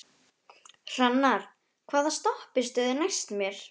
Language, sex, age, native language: Icelandic, female, 11, Icelandic